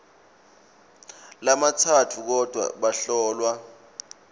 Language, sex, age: Swati, male, 24